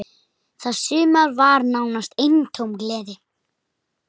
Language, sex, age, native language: Icelandic, female, 30-39, Icelandic